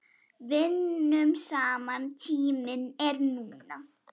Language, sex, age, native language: Icelandic, female, 10, Icelandic